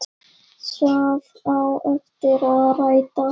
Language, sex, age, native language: Icelandic, female, 8, Icelandic